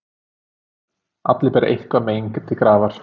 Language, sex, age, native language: Icelandic, male, 30-39, Icelandic